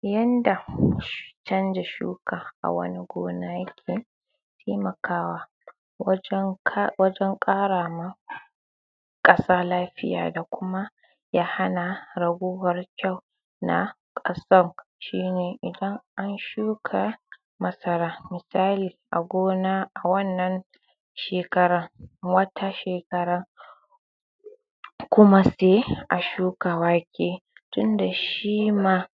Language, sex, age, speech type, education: Hausa, female, 46-60, spontaneous, tertiary